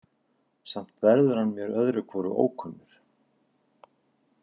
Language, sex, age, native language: Icelandic, male, 40-49, Icelandic